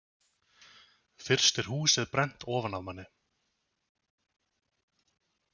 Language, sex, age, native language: Icelandic, male, 20-29, Icelandic